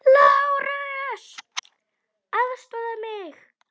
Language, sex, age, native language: Icelandic, female, 10, Icelandic